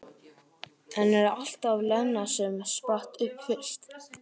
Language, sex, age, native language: Icelandic, male, 12, Icelandic